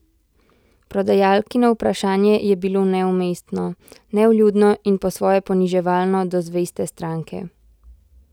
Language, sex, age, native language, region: Slovenian, female, 18-29, Slovenian, Central Slovenia